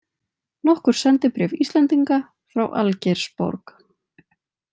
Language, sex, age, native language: Icelandic, female, 20-29, Icelandic